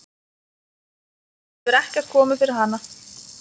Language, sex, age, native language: Icelandic, female, 20-29, Lithuanian